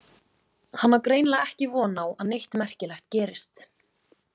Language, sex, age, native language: Icelandic, female, 20-29, Icelandic